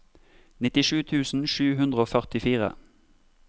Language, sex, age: Norwegian, male, 32